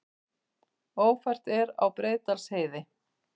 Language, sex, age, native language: Icelandic, female, 50-59, Icelandic